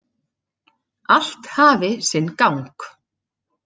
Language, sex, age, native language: Icelandic, female, 40-49, Icelandic